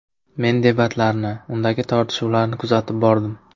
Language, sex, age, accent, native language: Uzbek, male, 18-24, Navoiy, Uzbek